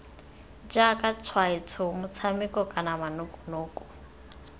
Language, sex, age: Tswana, female, 18